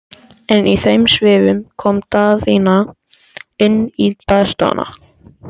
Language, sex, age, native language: Icelandic, male, 14, Icelandic